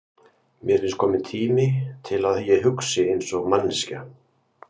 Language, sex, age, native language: Icelandic, male, 50-59, Icelandic